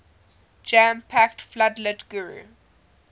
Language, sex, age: English, female, 20